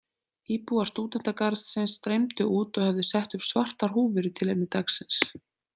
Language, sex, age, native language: Icelandic, female, 30-39, Icelandic